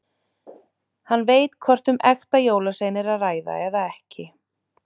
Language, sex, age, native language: Icelandic, male, 30-39, Icelandic